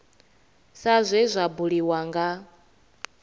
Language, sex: Venda, female